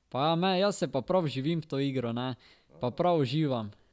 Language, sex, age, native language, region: Slovenian, male, 12-17, Slovenian, Drava region